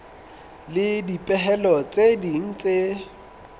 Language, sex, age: Southern Sotho, male, 22